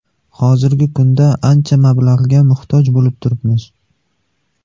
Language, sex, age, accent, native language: Uzbek, male, 18-24, Qashqadaryo, Uzbek